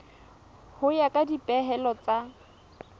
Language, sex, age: Southern Sotho, female, 20